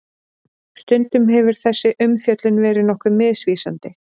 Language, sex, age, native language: Icelandic, female, 40-49, Icelandic